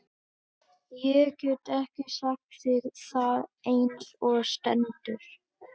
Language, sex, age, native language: Icelandic, male, 12, Danish